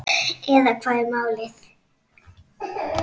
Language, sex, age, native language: Icelandic, female, 6, Icelandic